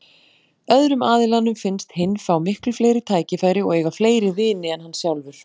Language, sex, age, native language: Icelandic, female, 40-49, Icelandic